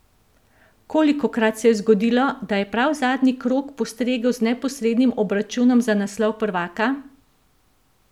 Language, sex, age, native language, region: Slovenian, female, 50-59, Slovenian, Central Slovenia